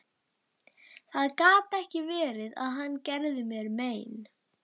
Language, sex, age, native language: Icelandic, female, 12, Icelandic